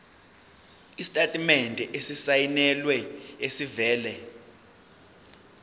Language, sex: Zulu, male